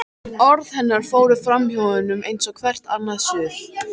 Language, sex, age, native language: Icelandic, female, 13, Icelandic